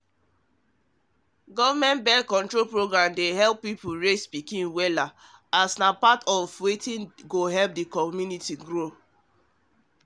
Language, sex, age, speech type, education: Nigerian Pidgin, male, 30-45, spontaneous, tertiary